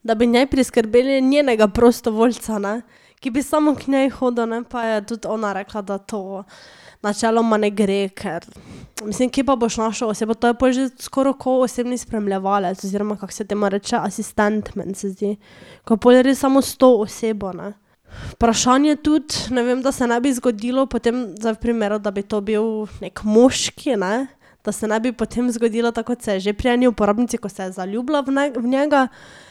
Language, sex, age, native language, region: Slovenian, female, 18-29, Slovenian, Drava region